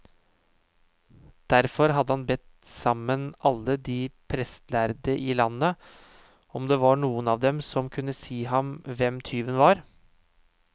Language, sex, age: Norwegian, male, 31